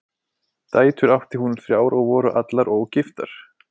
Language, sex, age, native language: Icelandic, male, 20-29, Icelandic